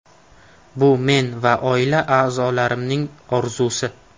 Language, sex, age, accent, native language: Uzbek, male, 18-24, Navoiy, Uzbek